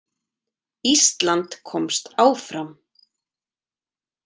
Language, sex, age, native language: Icelandic, female, 30-39, Icelandic